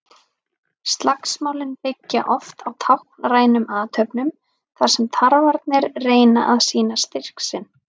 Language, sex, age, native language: Icelandic, female, 30-39, Icelandic